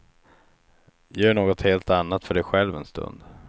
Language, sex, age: Swedish, male, 36